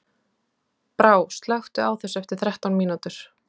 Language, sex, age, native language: Icelandic, female, 30-39, Icelandic